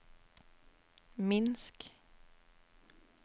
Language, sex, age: Norwegian, female, 24